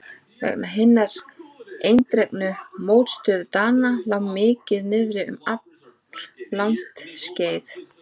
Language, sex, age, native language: Icelandic, female, 30-39, Icelandic